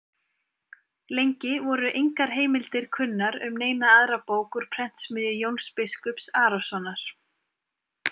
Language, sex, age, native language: Icelandic, female, 20-29, Icelandic